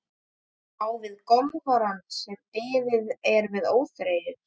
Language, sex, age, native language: Icelandic, male, 12, Icelandic